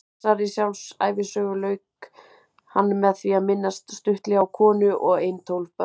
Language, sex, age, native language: Icelandic, female, 30-39, Icelandic